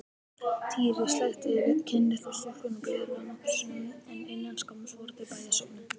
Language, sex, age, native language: Icelandic, male, 18-19, Icelandic